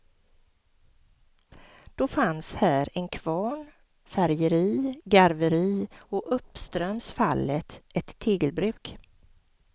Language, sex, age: Swedish, female, 50